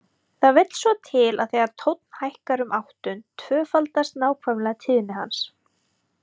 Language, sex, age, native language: Icelandic, female, 30-39, Icelandic